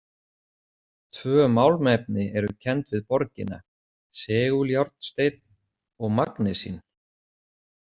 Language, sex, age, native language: Icelandic, male, 40-49, Icelandic